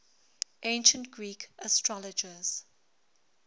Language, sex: English, female